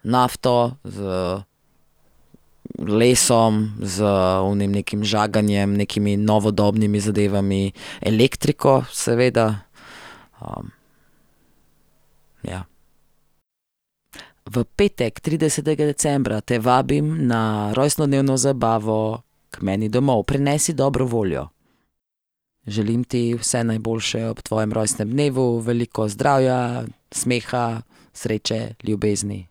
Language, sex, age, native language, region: Slovenian, female, 30-49, Slovenian, Central Slovenia